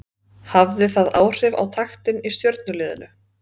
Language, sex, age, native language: Icelandic, female, 30-39, Icelandic